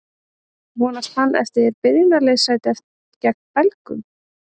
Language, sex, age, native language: Icelandic, female, 30-39, Icelandic